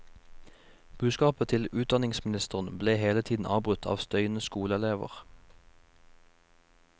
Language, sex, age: Norwegian, male, 21